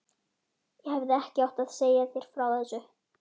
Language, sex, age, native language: Icelandic, male, 11, Icelandic